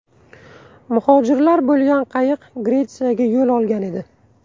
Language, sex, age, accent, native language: Uzbek, male, 18-24, Buxoro, Uzbek